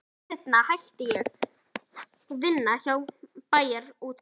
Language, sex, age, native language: Icelandic, female, 11, Icelandic